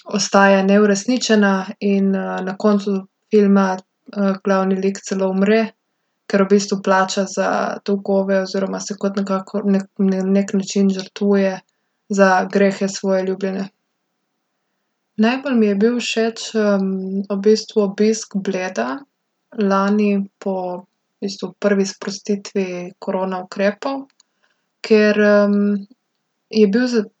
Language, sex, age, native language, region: Slovenian, female, 18-29, Slovenian, Gorica region